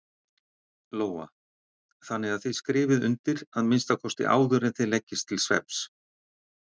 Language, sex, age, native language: Icelandic, male, 60-69, Icelandic